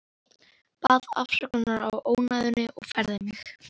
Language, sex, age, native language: Icelandic, female, 11, Icelandic